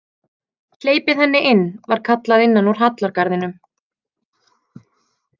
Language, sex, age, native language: Icelandic, female, 30-39, Icelandic